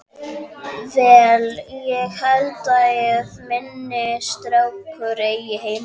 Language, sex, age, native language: Icelandic, male, 12, Icelandic